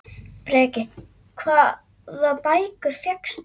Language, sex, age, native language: Icelandic, female, 9, Icelandic